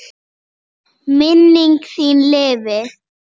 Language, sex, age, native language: Icelandic, female, 8, Icelandic